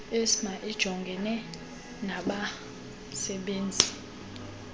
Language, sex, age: Xhosa, female, 22